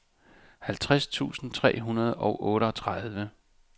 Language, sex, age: Danish, male, 34